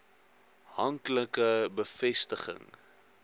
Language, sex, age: Afrikaans, male, 21